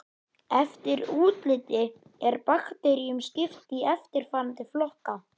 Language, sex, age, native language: Icelandic, male, 11, Icelandic